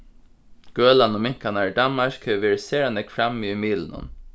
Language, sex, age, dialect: Faroese, male, 15-35, Suðurstreymoy